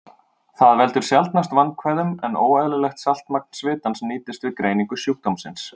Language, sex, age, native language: Icelandic, male, 30-39, Icelandic